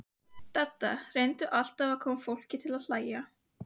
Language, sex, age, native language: Icelandic, female, 15, Icelandic